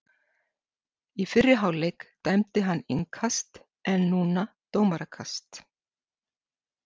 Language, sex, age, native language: Icelandic, female, 60-69, Icelandic